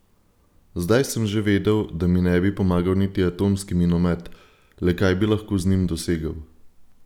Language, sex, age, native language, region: Slovenian, male, 18-29, Slovenian, Gorenjska region